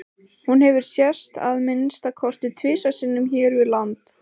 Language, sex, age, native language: Icelandic, female, 18-19, Icelandic